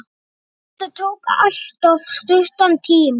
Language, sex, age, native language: Icelandic, male, 9, Icelandic